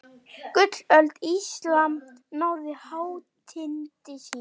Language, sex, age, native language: Icelandic, female, 9, Icelandic